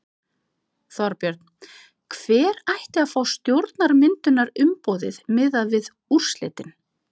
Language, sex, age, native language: Icelandic, other, 50-59, Icelandic